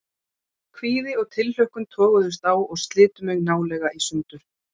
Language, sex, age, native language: Icelandic, female, 40-49, Icelandic